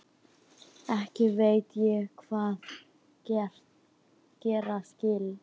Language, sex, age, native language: Icelandic, female, 11, Icelandic